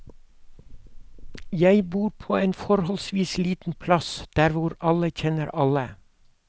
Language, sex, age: Norwegian, male, 52